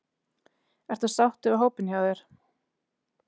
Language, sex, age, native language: Icelandic, female, 30-39, Icelandic